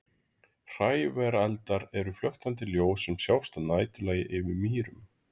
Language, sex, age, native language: Icelandic, male, 30-39, Icelandic